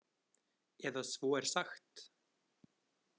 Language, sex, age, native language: Icelandic, male, 20-29, Icelandic